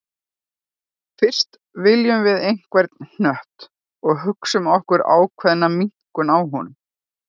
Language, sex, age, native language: Icelandic, female, 40-49, Icelandic